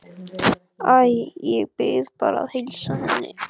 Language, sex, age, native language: Icelandic, male, 14, Icelandic